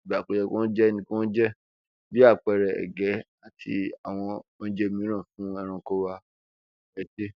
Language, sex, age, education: Yoruba, male, 15-29, tertiary